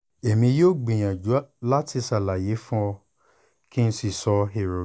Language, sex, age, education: Yoruba, male, 15-29, tertiary